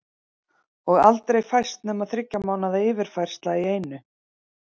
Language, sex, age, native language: Icelandic, female, 30-39, Icelandic